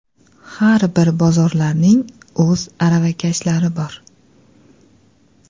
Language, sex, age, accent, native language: Uzbek, female, 25-34, Andijon, Uzbek